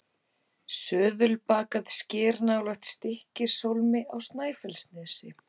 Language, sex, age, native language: Icelandic, female, 18-19, Icelandic